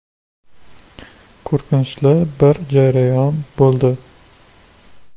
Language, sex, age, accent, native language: Uzbek, male, 18-24, Xorazm, Uzbek